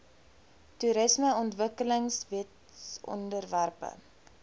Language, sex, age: Afrikaans, female, 20